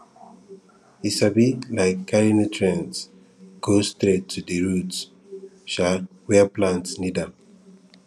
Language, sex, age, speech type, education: Nigerian Pidgin, female, 15-29, spontaneous, tertiary